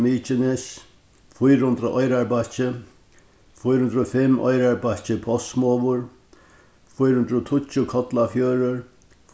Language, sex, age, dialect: Faroese, male, 61+, Norðurstreymoy/Eysturoy